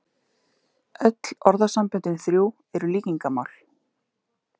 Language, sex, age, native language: Icelandic, female, 30-39, Icelandic